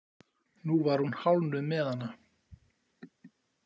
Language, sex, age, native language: Icelandic, male, 40-49, Icelandic